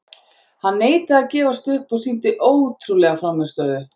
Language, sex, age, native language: Icelandic, female, 40-49, Icelandic